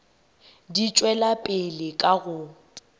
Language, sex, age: Northern Sotho, female, 18